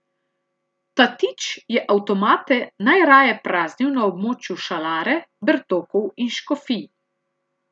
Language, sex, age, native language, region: Slovenian, female, 30-49, Slovenian, Central Slovenia